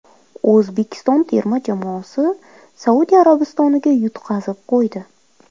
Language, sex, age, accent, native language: Uzbek, female, 25-34, Qoraqalpog'iston, Uzbek